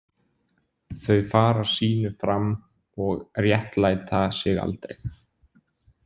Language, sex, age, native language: Icelandic, male, 20-29, Icelandic